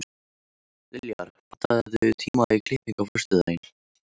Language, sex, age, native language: Icelandic, male, 13, Icelandic